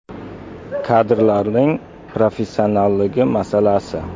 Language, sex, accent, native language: Uzbek, male, Surxondaryo, Uzbek